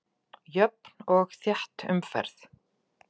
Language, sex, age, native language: Icelandic, female, 40-49, Icelandic